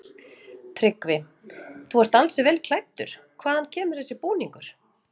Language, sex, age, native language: Icelandic, female, 40-49, Icelandic